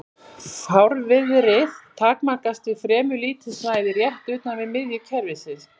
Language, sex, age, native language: Icelandic, female, 40-49, Icelandic